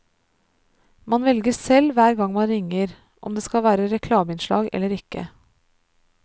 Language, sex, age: Norwegian, female, 33